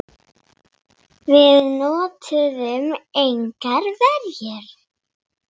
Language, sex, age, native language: Icelandic, female, 6, Icelandic